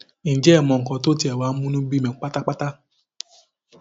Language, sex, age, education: Yoruba, male, 15-29, tertiary